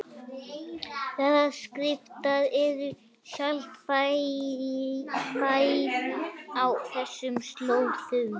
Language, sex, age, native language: Icelandic, female, 40-49, Icelandic